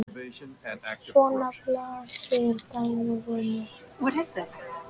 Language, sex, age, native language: Icelandic, male, 18-19, Icelandic